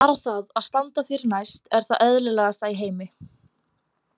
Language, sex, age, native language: Icelandic, female, 18-19, Icelandic